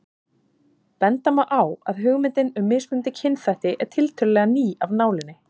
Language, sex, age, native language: Icelandic, female, 30-39, Icelandic